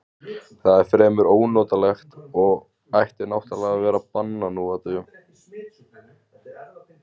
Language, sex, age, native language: Icelandic, male, 20-29, Icelandic